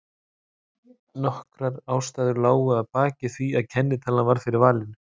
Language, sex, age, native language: Icelandic, male, 30-39, Icelandic